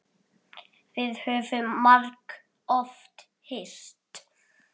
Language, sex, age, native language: Icelandic, male, 8, Icelandic